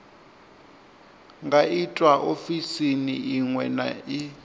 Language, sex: Venda, male